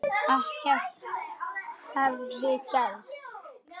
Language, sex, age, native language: Icelandic, male, 9, Icelandic